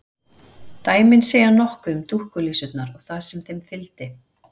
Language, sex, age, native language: Icelandic, female, 40-49, Icelandic